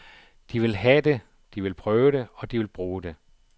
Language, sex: Danish, male